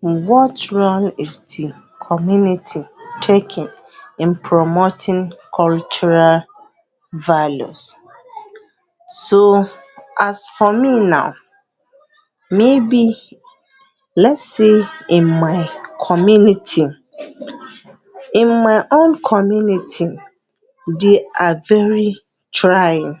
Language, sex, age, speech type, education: Hausa, female, 30-45, spontaneous, tertiary